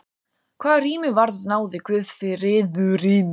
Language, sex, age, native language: Icelandic, female, 30-39, Icelandic